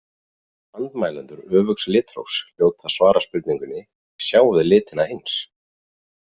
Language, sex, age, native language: Icelandic, male, 40-49, Icelandic